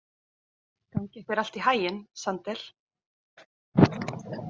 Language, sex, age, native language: Icelandic, female, 30-39, Icelandic